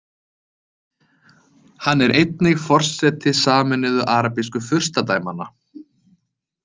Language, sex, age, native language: Icelandic, male, 30-39, Icelandic